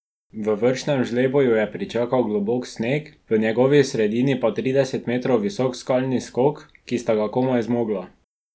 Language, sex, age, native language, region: Slovenian, male, 12-17, Slovenian, Drava region